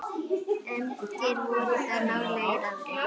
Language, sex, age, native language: Icelandic, female, 10, Icelandic